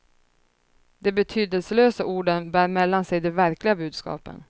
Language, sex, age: Swedish, female, 30